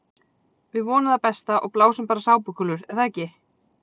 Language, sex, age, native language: Icelandic, female, 40-49, Icelandic